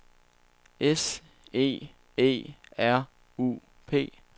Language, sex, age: Danish, male, 27